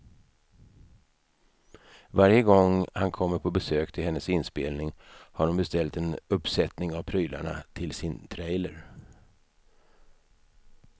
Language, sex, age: Swedish, male, 55